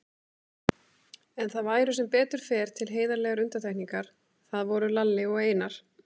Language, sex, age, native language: Icelandic, female, 30-39, Icelandic